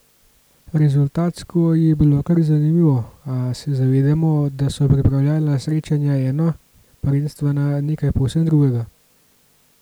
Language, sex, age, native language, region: Slovenian, male, 18-29, Slovenian, Gorenjska region